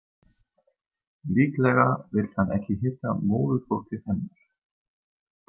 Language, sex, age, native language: Icelandic, male, 30-39, German